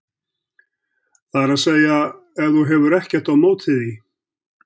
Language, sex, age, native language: Icelandic, male, 70-79, Icelandic